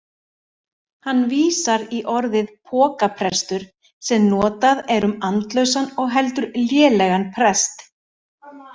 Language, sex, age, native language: Icelandic, male, 40-49, Icelandic